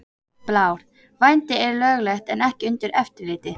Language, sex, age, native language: Icelandic, female, 18-19, Icelandic